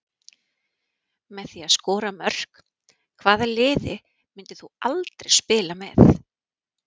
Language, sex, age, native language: Icelandic, female, 40-49, Icelandic